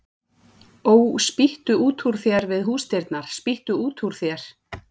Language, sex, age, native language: Icelandic, female, 40-49, Icelandic